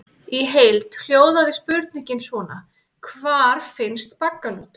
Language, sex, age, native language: Icelandic, female, 30-39, Icelandic